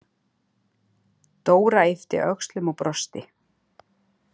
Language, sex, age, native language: Icelandic, female, 50-59, Icelandic